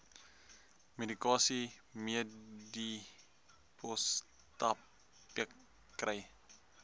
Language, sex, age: Afrikaans, male, 20